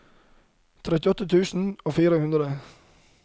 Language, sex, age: Norwegian, male, 31